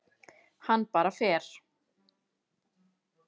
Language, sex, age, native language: Icelandic, female, 30-39, Icelandic